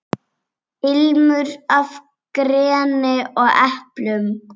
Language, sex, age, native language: Icelandic, female, 7, Icelandic